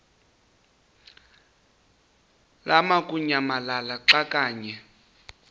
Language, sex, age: Xhosa, male, 26